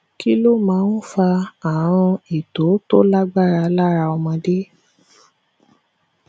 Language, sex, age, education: Yoruba, female, 15-29, tertiary